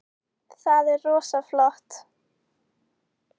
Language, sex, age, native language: Icelandic, female, 10, Icelandic